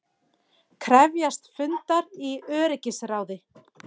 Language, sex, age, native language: Icelandic, female, 40-49, Icelandic